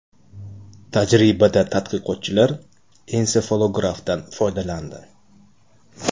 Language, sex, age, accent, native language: Uzbek, male, 35+, Toshkent shahri, Uzbek